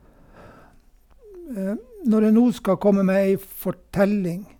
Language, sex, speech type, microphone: Norwegian, male, spontaneous, Sennheiser